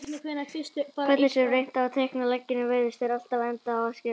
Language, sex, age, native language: Icelandic, male, 18-19, Icelandic